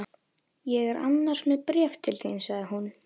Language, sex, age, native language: Icelandic, female, 11, Icelandic